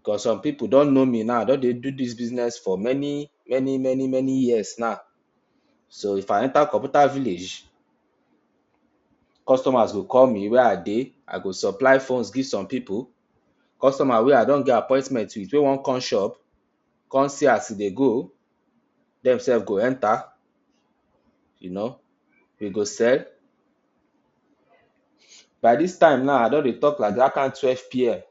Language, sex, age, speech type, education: Nigerian Pidgin, male, 46-60, spontaneous, tertiary